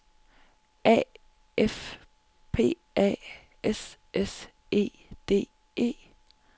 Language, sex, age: Danish, female, 25